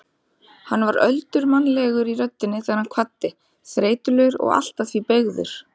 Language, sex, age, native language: Icelandic, female, 30-39, Icelandic